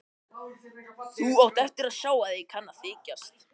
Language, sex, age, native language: Icelandic, male, 13, Icelandic